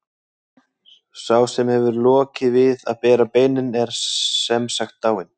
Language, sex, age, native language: Icelandic, male, 20-29, Icelandic